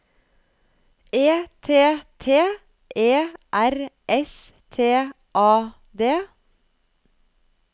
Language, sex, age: Norwegian, female, 35